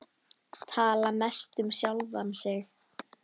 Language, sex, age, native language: Icelandic, female, 10, Icelandic